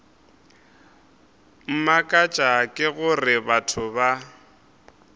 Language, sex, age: Northern Sotho, male, 23